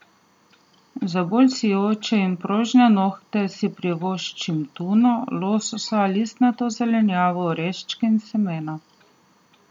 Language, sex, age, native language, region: Slovenian, female, 30-49, Slovenian, Southeast Slovenia